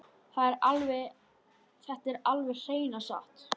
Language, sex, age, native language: Icelandic, male, 10, Icelandic